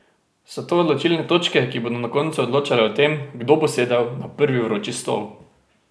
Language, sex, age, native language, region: Slovenian, male, 18-29, Slovenian, Drava region